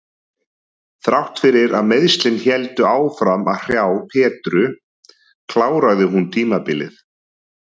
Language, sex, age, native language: Icelandic, male, 30-39, Icelandic